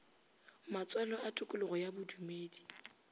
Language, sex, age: Northern Sotho, female, 25